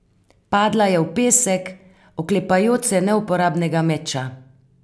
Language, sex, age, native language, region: Slovenian, female, 50-59, Slovenian, Carinthia region